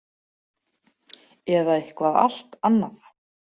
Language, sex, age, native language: Icelandic, female, 40-49, Icelandic